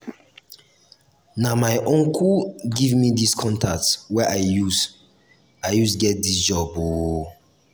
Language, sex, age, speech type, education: Nigerian Pidgin, male, 15-29, spontaneous, tertiary